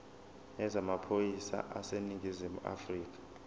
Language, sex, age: Zulu, male, 20